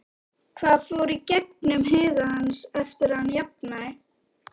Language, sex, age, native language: Icelandic, female, 11, Icelandic